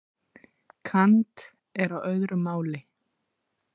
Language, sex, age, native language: Icelandic, female, 30-39, Icelandic